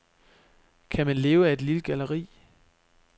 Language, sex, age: Danish, male, 25